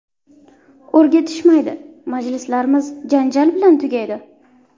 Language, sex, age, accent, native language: Uzbek, female, 19-29, Buxoro, Uzbek